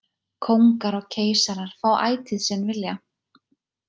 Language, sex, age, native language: Icelandic, female, 20-29, Icelandic